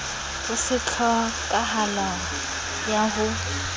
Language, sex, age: Southern Sotho, female, 27